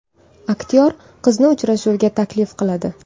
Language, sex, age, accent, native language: Uzbek, female, 18-24, Toshkent shahri, Uzbek